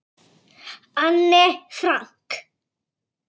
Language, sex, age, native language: Icelandic, female, 9, Icelandic